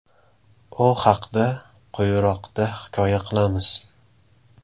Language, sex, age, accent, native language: Uzbek, male, 18-24, Samarqand, Uzbek